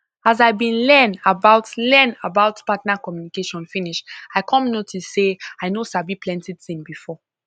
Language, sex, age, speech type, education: Nigerian Pidgin, female, 15-29, spontaneous, tertiary